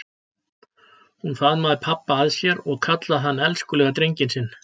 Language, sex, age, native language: Icelandic, male, 60-69, Icelandic